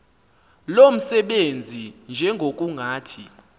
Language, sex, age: Xhosa, male, 19